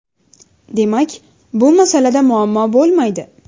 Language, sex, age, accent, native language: Uzbek, female, 19-29, Xorazm, Uzbek